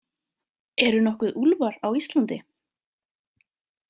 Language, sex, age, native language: Icelandic, female, 20-29, Icelandic